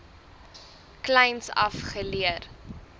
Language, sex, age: Afrikaans, female, 23